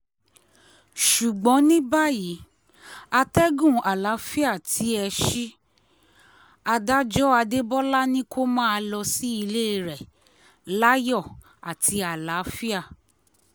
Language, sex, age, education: Yoruba, female, 30-45, tertiary